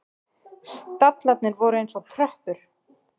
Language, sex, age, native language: Icelandic, female, 30-39, Icelandic